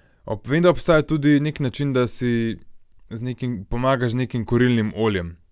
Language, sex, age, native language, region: Slovenian, male, 18-29, Slovenian, Gorenjska region